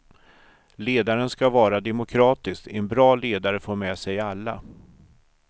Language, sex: Swedish, male